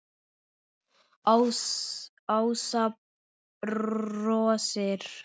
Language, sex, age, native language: Icelandic, male, 7, Icelandic